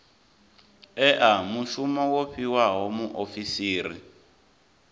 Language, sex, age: Venda, male, 19